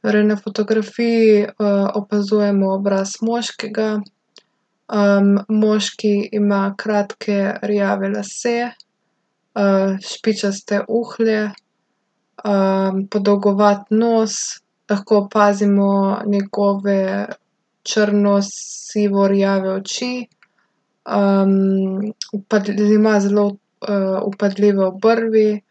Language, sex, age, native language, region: Slovenian, female, 18-29, Slovenian, Gorica region